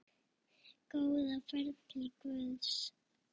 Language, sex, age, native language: Icelandic, female, 6, Icelandic